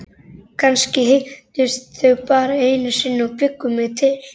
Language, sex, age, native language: Icelandic, male, 11, Icelandic